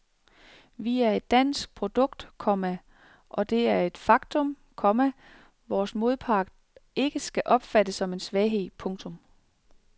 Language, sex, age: Danish, female, 36